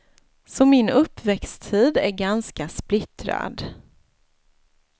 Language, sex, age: Swedish, female, 36